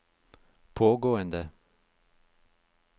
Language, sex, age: Norwegian, male, 56